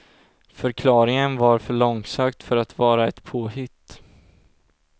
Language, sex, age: Swedish, male, 16